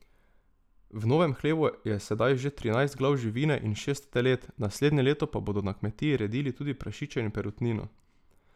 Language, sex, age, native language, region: Slovenian, male, 18-29, Slovenian, Drava region